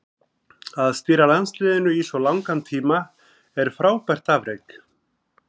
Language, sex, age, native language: Icelandic, male, 40-49, Icelandic